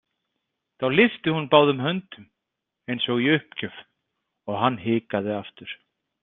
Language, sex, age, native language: Icelandic, male, 30-39, Icelandic